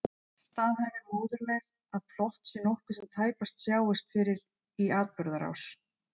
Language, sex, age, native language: Icelandic, female, 30-39, Icelandic